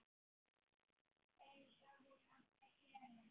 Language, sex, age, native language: Icelandic, male, 9, Icelandic